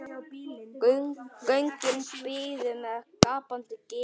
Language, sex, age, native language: Icelandic, male, 9, Icelandic